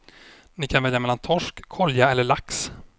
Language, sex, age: Swedish, male, 26